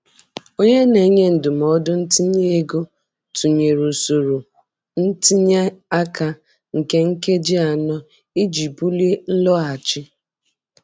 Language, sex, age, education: Igbo, female, 30-45, tertiary